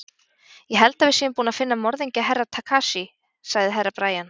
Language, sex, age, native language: Icelandic, female, 20-29, Icelandic